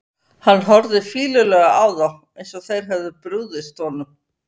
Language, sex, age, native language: Icelandic, female, 50-59, Icelandic